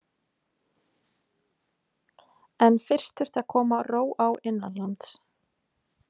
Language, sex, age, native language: Icelandic, female, 20-29, Icelandic